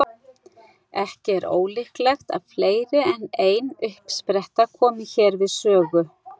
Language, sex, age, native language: Icelandic, female, 60-69, Icelandic